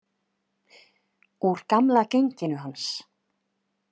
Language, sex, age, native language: Icelandic, female, 30-39, Icelandic